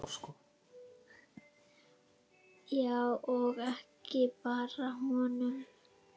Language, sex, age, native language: Icelandic, female, 8, Icelandic